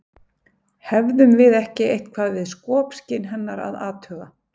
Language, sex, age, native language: Icelandic, female, 50-59, Icelandic